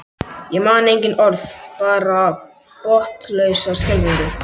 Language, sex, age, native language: Icelandic, male, 11, Icelandic